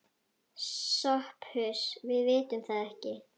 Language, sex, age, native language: Icelandic, female, 9, Icelandic